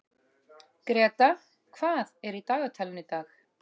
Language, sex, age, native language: Icelandic, female, 30-39, Icelandic